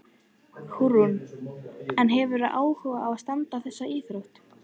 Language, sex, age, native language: Icelandic, female, 14, Icelandic